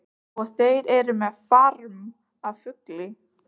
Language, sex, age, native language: Icelandic, other, 15, Icelandic